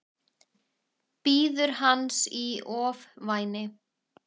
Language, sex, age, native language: Icelandic, male, 6, Icelandic